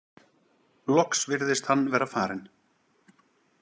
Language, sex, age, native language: Icelandic, male, 40-49, Icelandic